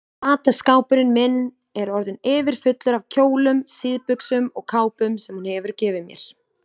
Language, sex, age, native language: Icelandic, female, 20-29, Icelandic